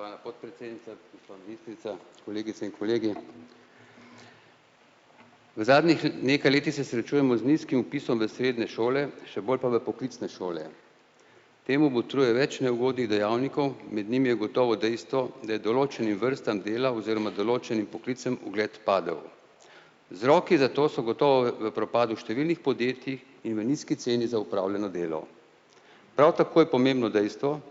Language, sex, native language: Slovenian, male, Slovenian